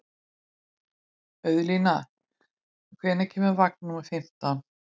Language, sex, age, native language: Icelandic, female, 20-29, Icelandic